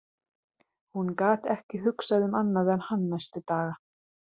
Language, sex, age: Icelandic, female, 30-39